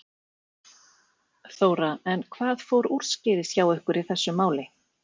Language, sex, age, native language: Icelandic, female, 40-49, Icelandic